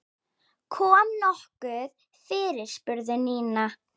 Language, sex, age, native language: Icelandic, female, 10, Icelandic